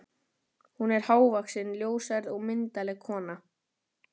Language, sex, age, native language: Icelandic, male, 12, Icelandic